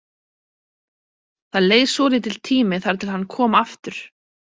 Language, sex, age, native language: Icelandic, female, 30-39, Icelandic